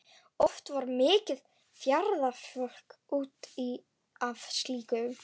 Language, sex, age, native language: Icelandic, female, 11, Icelandic